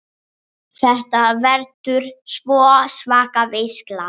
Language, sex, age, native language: Icelandic, female, 7, English